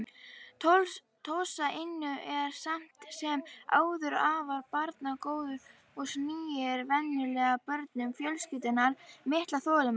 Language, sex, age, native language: Icelandic, female, 50-59, Icelandic